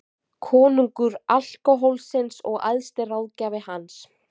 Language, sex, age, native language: Icelandic, female, 20-29, Icelandic